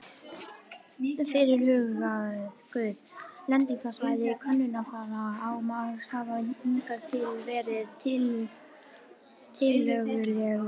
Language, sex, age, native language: Icelandic, female, 18-19, Icelandic